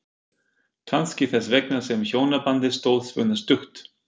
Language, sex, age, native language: Icelandic, male, 50-59, German